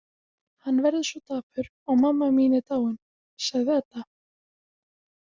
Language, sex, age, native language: Icelandic, female, 18-19, Icelandic